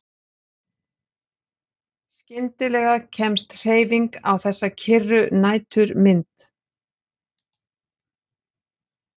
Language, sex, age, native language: Icelandic, female, 40-49, Icelandic